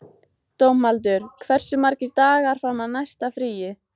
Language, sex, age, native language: Icelandic, female, 14, Icelandic